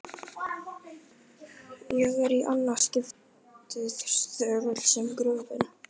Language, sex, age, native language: Icelandic, male, 12, Icelandic